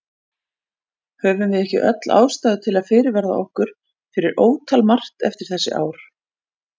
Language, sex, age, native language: Icelandic, female, 40-49, Icelandic